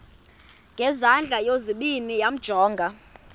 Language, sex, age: Xhosa, female, 32